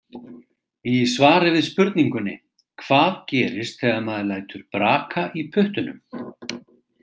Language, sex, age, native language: Icelandic, male, 40-49, Icelandic